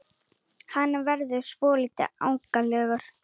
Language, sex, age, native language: Icelandic, female, 18-19, Icelandic